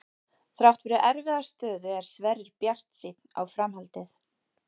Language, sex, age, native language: Icelandic, female, 40-49, Icelandic